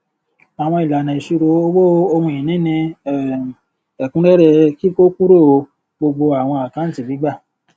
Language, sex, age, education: Yoruba, male, 30-45, tertiary